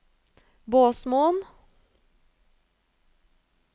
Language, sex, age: Norwegian, female, 35